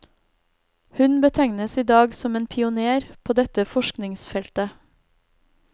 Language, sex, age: Norwegian, female, 32